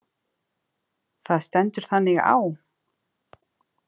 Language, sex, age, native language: Icelandic, female, 50-59, Icelandic